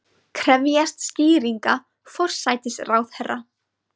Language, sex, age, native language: Icelandic, female, 20-29, Icelandic